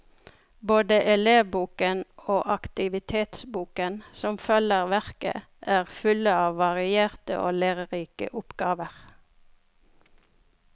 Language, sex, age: Norwegian, female, 42